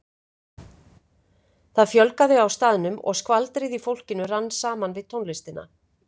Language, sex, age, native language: Icelandic, female, 50-59, Icelandic